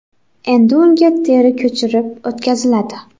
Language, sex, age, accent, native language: Uzbek, female, 18-24, Xorazm, Uzbek